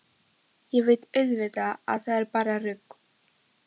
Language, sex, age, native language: Icelandic, female, 13, Icelandic